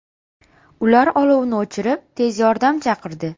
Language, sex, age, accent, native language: Uzbek, female, 18-24, Sirdaryo, Uzbek